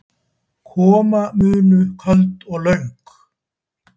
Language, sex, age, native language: Icelandic, male, 70-79, Icelandic